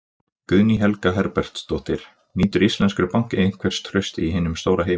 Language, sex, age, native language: Icelandic, male, 20-29, Icelandic